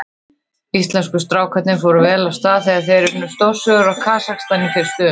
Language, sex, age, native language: Icelandic, female, 30-39, Icelandic